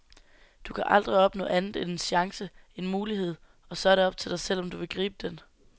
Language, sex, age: Danish, female, 19